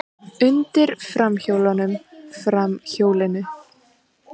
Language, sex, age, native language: Icelandic, female, 20-29, Icelandic